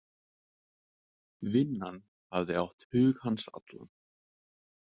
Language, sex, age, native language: Icelandic, male, 20-29, Icelandic